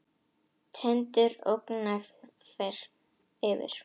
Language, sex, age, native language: Icelandic, female, 10, Icelandic